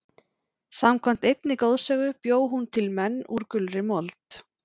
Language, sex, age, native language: Icelandic, female, 40-49, Icelandic